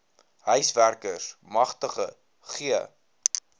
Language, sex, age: Afrikaans, male, 19